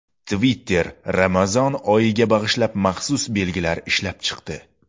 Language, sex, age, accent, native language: Uzbek, male, 19-29, Xorazm, Uzbek